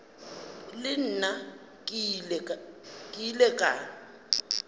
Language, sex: Northern Sotho, female